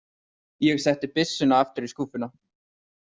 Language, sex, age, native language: Icelandic, male, 30-39, Icelandic